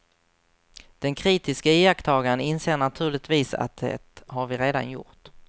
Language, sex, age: Swedish, male, 24